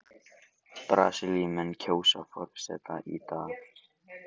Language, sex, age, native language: Icelandic, male, 18-19, Icelandic